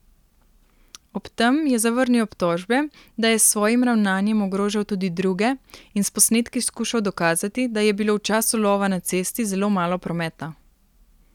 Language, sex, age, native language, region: Slovenian, female, 18-29, Slovenian, Primorsko-notranjska region